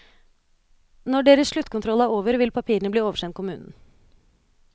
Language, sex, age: Norwegian, female, 29